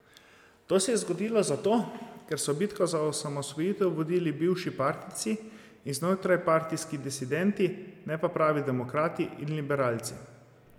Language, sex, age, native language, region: Slovenian, male, 30-49, Slovenian, Zasavska region